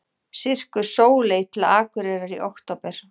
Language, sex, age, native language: Icelandic, female, 40-49, Icelandic